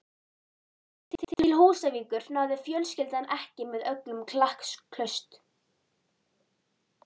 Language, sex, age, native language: Icelandic, female, 11, Icelandic